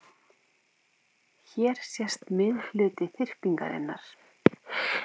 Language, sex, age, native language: Icelandic, female, 50-59, Icelandic